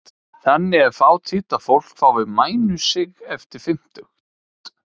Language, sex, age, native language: Icelandic, male, 30-39, Icelandic